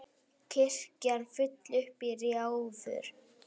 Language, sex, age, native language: Icelandic, female, 9, Icelandic